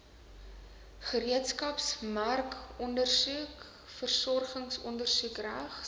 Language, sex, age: Afrikaans, female, 19